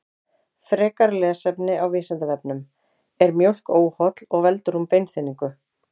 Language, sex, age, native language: Icelandic, female, 40-49, Icelandic